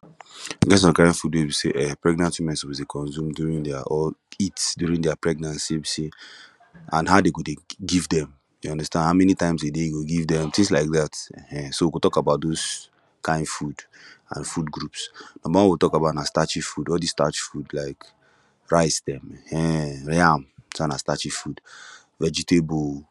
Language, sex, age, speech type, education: Nigerian Pidgin, male, 15-29, spontaneous, tertiary